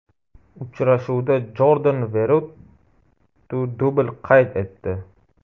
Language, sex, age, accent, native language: Uzbek, male, 12-17, Toshkent shahri, Uzbek